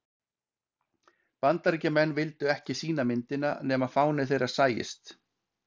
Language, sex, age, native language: Icelandic, male, 50-59, Icelandic